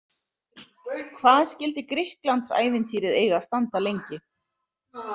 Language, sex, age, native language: Icelandic, female, 40-49, Icelandic